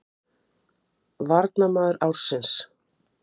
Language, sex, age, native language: Icelandic, female, 50-59, Icelandic